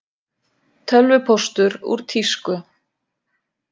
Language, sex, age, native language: Icelandic, female, 50-59, Icelandic